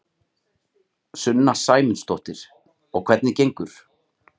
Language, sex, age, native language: Icelandic, male, 30-39, Icelandic